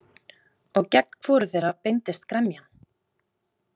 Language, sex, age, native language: Icelandic, female, 20-29, Icelandic